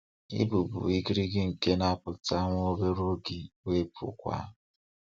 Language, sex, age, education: Igbo, male, 15-29, tertiary